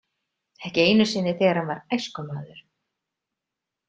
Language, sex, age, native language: Icelandic, female, 30-39, Icelandic